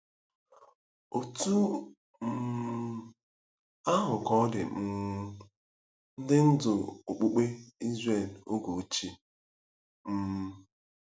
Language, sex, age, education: Igbo, male, 15-29, tertiary